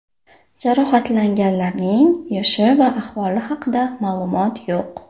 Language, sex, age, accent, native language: Uzbek, female, 18-24, Toshkent shahri, Uzbek